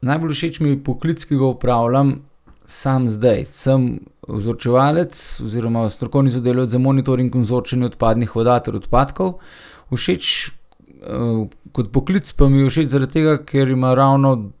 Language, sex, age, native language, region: Slovenian, male, 30-49, Slovenian, Gorenjska region